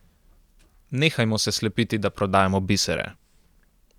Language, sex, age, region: Slovenian, male, 18-29, Central Slovenia